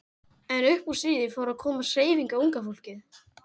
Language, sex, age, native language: Icelandic, female, 18-19, Icelandic